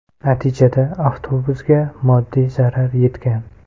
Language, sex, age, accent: Uzbek, male, 18-24, Qoraqalpog'iston